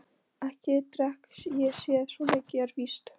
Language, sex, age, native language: Icelandic, female, 13, Polish